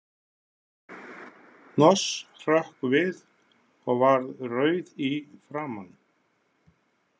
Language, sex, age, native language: Icelandic, male, 50-59, Icelandic